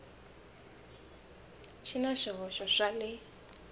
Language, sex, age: Tsonga, female, 18